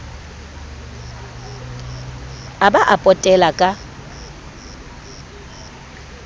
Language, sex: Southern Sotho, female